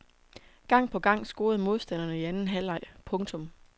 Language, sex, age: Danish, female, 27